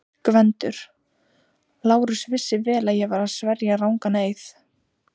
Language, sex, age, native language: Icelandic, female, 18-19, Icelandic